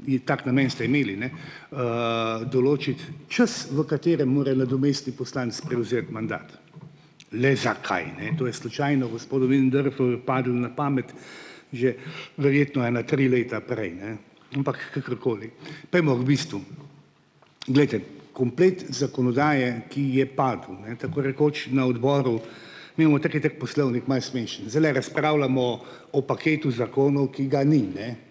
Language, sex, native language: Slovenian, male, Slovenian